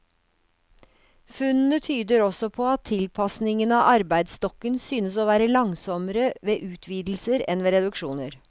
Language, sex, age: Norwegian, female, 56